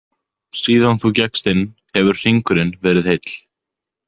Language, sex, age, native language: Icelandic, male, 18-19, Icelandic